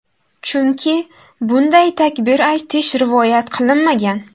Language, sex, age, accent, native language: Uzbek, female, 18-24, Buxoro, Uzbek